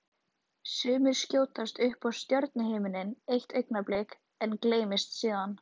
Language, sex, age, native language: Icelandic, female, 13, Icelandic